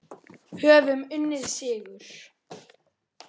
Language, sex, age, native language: Icelandic, male, 10, Icelandic